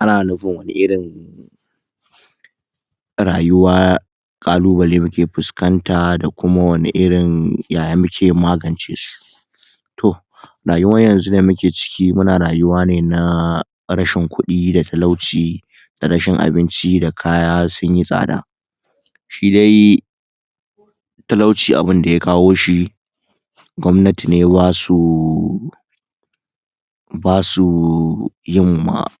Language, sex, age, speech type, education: Hausa, male, 15-29, spontaneous, tertiary